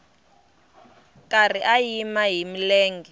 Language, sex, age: Tsonga, female, 23